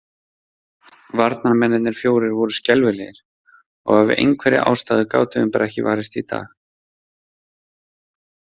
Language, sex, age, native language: Icelandic, male, 30-39, Icelandic